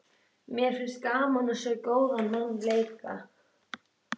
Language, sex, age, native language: Icelandic, female, 13, Icelandic